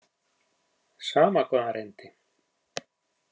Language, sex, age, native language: Icelandic, male, 50-59, Icelandic